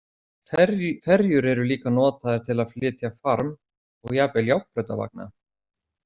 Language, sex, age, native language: Icelandic, male, 40-49, Icelandic